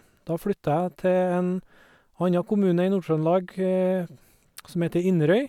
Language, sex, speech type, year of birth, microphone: Norwegian, male, spontaneous, 1969, Sennheiser